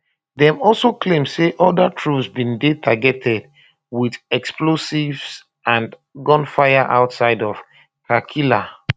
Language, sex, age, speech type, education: Nigerian Pidgin, male, 30-45, spontaneous, tertiary